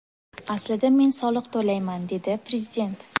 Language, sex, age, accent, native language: Uzbek, female, 18-24, Toshkent shahri, Uzbek